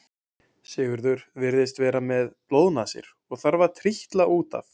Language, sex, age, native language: Icelandic, male, 20-29, Icelandic